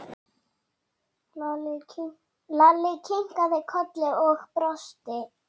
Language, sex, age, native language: Icelandic, female, 7, Icelandic